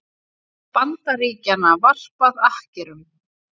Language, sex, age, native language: Icelandic, female, 30-39, Icelandic